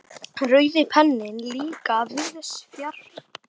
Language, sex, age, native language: Icelandic, male, 10, Icelandic